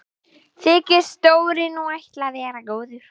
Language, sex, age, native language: Icelandic, female, 11, Icelandic